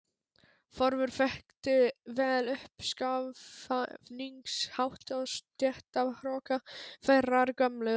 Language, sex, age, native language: Icelandic, male, 12, Polish